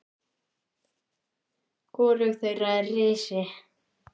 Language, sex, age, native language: Icelandic, male, 10, Icelandic